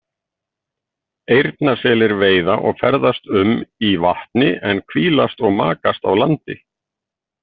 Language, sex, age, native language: Icelandic, male, 50-59, Icelandic